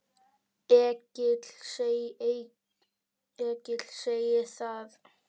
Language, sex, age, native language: Icelandic, male, 10, Icelandic